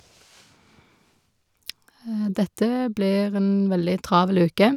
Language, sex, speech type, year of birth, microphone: Norwegian, female, spontaneous, 1990, Shure